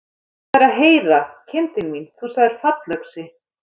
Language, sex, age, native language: Icelandic, female, 13, Icelandic